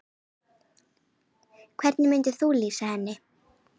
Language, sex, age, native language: Icelandic, female, 9, Icelandic